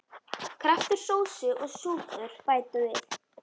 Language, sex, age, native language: Icelandic, female, 10, Icelandic